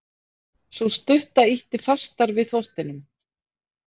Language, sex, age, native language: Icelandic, female, 40-49, Icelandic